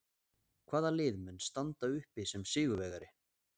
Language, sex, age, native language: Icelandic, male, 20-29, Icelandic